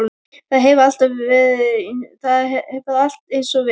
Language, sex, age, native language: Icelandic, female, 12, Icelandic